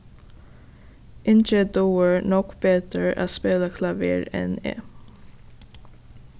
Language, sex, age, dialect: Faroese, female, 15-35, Suðuroy